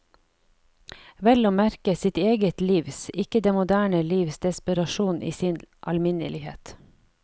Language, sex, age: Norwegian, female, 49